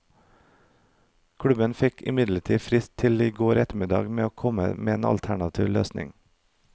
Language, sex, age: Norwegian, male, 32